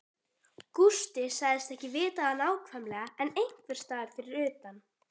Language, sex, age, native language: Icelandic, female, 12, Icelandic